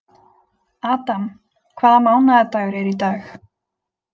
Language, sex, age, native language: Icelandic, female, 20-29, Icelandic